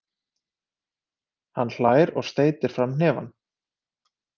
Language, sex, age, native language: Icelandic, male, 30-39, Icelandic